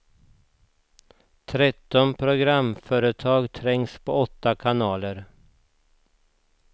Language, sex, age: Swedish, male, 49